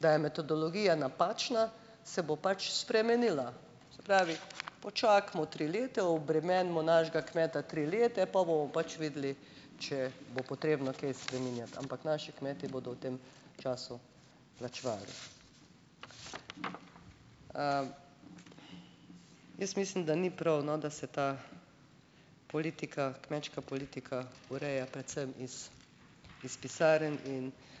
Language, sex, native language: Slovenian, female, Slovenian